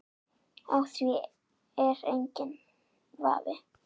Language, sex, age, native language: Icelandic, female, 9, Icelandic